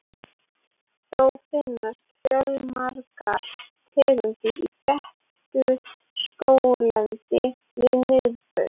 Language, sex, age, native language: Icelandic, female, 18-19, Icelandic